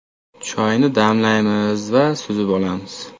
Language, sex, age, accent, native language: Uzbek, male, 18-24, Toshkent viloyati, Uzbek